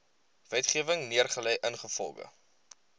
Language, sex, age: Afrikaans, male, 20